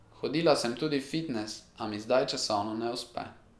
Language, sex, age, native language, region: Slovenian, male, 18-29, Slovenian, Pomurje region